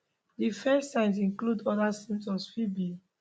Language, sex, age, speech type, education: Nigerian Pidgin, female, 15-29, spontaneous, tertiary